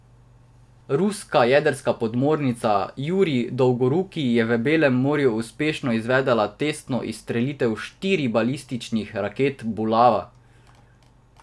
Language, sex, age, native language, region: Slovenian, male, 18-29, Slovenian, Drava region